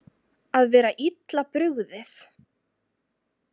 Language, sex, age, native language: Icelandic, female, 20-29, Icelandic